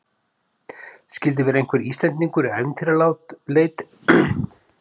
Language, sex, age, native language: Icelandic, male, 50-59, Icelandic